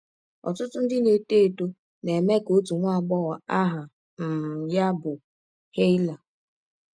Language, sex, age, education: Igbo, female, 15-29, tertiary